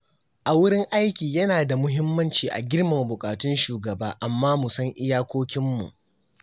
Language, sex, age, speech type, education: Hausa, male, 15-29, spontaneous, tertiary